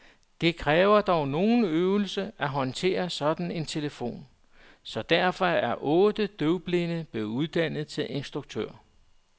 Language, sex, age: Danish, male, 44